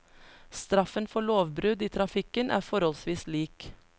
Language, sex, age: Norwegian, female, 33